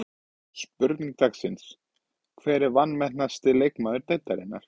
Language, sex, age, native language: Icelandic, male, 20-29, Icelandic